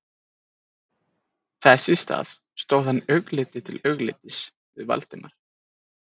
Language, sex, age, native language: Icelandic, male, 20-29, Icelandic